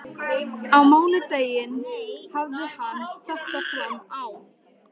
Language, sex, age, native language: Icelandic, female, 13, Icelandic